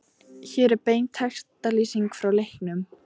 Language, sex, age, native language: Icelandic, female, 18-19, Icelandic